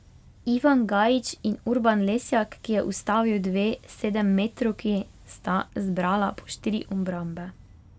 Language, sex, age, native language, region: Slovenian, female, 18-29, Slovenian, Pomurje region